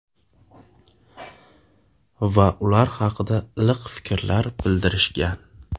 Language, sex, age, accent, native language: Uzbek, male, 18-24, Navoiy, Uzbek